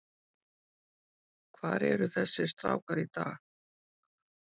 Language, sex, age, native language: Icelandic, female, 50-59, Icelandic